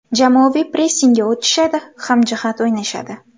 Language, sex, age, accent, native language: Uzbek, female, 18-24, Toshkent viloyati, Uzbek